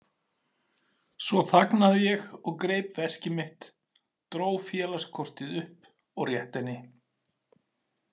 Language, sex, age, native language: Icelandic, male, 40-49, Icelandic